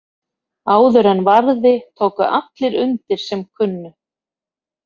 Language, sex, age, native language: Icelandic, female, 50-59, Icelandic